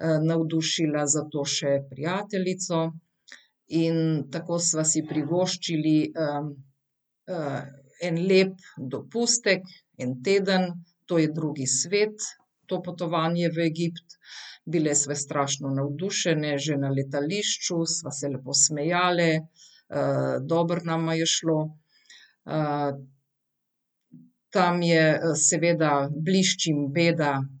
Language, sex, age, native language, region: Slovenian, female, 50-59, Slovenian, Central Slovenia